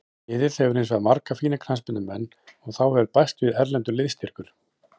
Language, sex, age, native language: Icelandic, male, 40-49, Icelandic